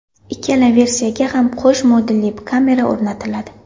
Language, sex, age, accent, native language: Uzbek, female, 18-24, Surxondaryo, Uzbek